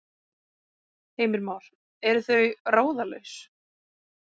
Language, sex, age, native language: Icelandic, female, 20-29, Icelandic